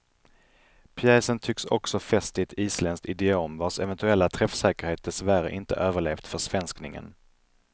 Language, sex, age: Swedish, male, 31